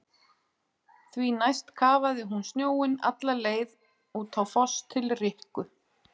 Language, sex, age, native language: Icelandic, female, 40-49, Icelandic